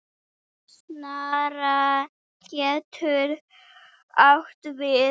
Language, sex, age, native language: Icelandic, female, 8, Icelandic